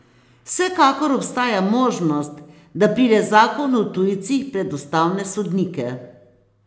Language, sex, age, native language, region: Slovenian, female, 60+, Slovenian, Posavska region